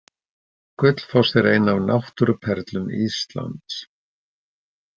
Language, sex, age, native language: Icelandic, male, 60-69, Icelandic